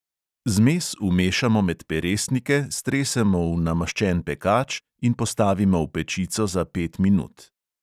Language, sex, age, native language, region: Slovenian, male, 30-49, Slovenian, Central Slovenia